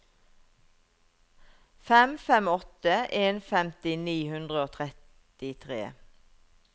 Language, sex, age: Norwegian, female, 51